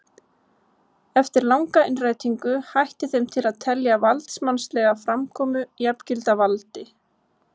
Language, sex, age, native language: Icelandic, female, 20-29, Icelandic